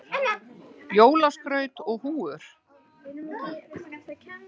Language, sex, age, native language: Icelandic, female, 60-69, Icelandic